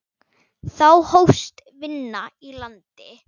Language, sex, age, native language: Icelandic, female, 9, Icelandic